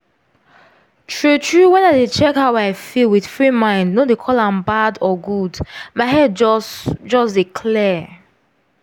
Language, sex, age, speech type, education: Nigerian Pidgin, female, 15-29, spontaneous, tertiary